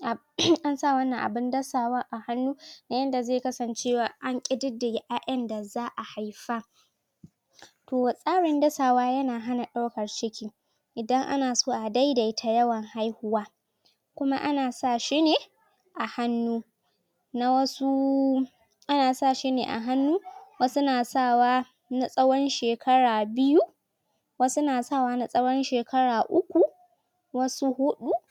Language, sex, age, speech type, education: Hausa, female, 15-29, spontaneous, tertiary